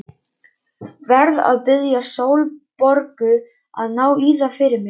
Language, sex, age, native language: Icelandic, male, 11, Icelandic